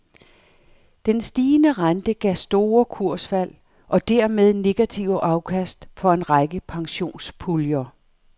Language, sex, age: Danish, female, 58